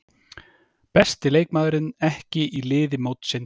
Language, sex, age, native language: Icelandic, male, 30-39, Icelandic